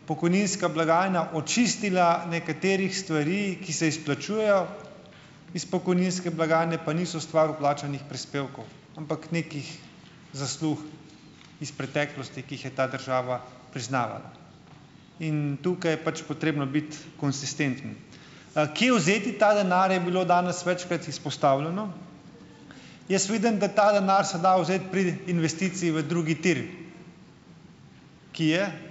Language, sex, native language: Slovenian, male, Slovenian